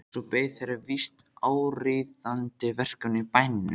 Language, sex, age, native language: Icelandic, male, 14, Icelandic